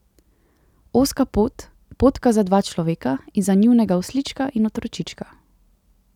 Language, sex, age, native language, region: Slovenian, female, 18-29, Slovenian, Central Slovenia